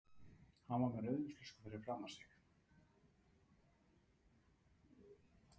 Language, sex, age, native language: Icelandic, male, 30-39, Icelandic